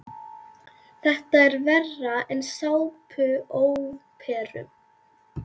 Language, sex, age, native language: Icelandic, female, 11, Icelandic